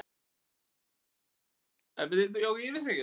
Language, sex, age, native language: Icelandic, female, 20-29, Icelandic